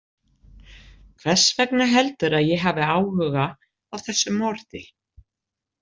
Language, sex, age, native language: Icelandic, female, 60-69, Icelandic